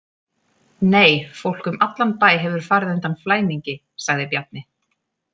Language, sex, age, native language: Icelandic, female, 30-39, Icelandic